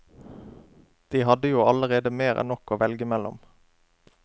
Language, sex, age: Norwegian, male, 27